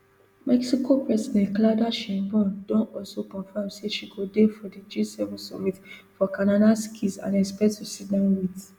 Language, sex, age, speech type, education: Nigerian Pidgin, female, 15-29, spontaneous, tertiary